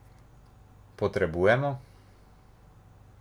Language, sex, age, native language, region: Slovenian, male, 18-29, Slovenian, Drava region